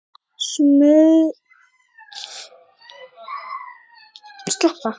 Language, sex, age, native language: Icelandic, female, 8, Icelandic